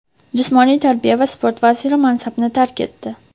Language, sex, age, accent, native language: Uzbek, female, 18-24, Toshkent shahri, Uzbek